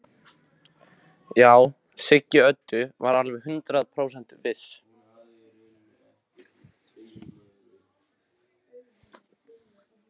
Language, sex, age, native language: Icelandic, male, 15, Icelandic